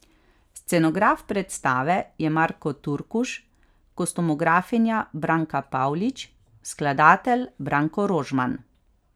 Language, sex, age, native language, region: Slovenian, female, 30-49, Slovenian, Carinthia region